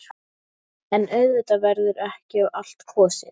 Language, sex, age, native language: Icelandic, female, 12, Icelandic